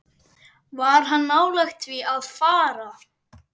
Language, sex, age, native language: Icelandic, male, 11, Icelandic